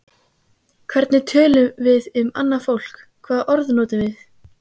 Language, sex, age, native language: Icelandic, female, 15, Icelandic